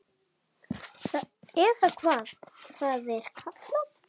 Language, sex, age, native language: Icelandic, male, 8, Icelandic